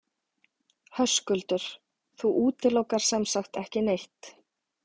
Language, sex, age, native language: Icelandic, female, 40-49, Icelandic